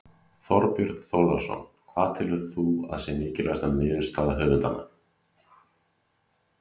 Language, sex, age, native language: Icelandic, male, 30-39, Icelandic